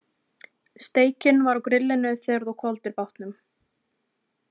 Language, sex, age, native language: Icelandic, female, 20-29, Icelandic